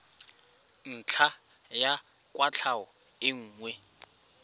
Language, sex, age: Tswana, male, 24